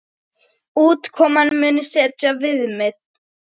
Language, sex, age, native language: Icelandic, female, 10, Icelandic